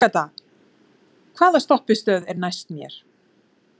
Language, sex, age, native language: Icelandic, female, 40-49, Icelandic